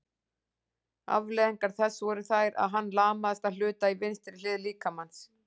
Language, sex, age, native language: Icelandic, female, 40-49, Icelandic